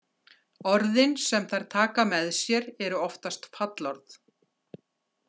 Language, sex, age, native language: Icelandic, female, 60-69, Icelandic